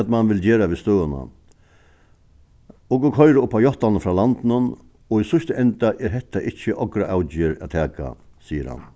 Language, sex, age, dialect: Faroese, male, 61+, Suðuroy